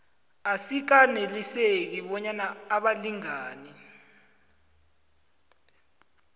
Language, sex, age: South Ndebele, male, 20